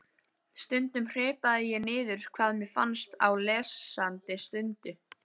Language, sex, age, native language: Icelandic, female, 15, Icelandic